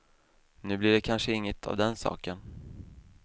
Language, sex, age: Swedish, male, 28